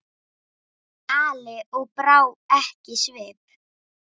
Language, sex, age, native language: Icelandic, female, 10, Icelandic